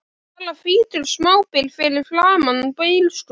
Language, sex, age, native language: Icelandic, female, 11, Icelandic